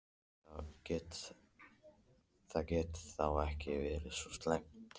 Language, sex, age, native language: Icelandic, male, 13, Icelandic